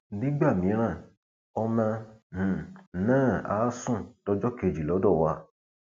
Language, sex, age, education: Yoruba, male, 30-45, tertiary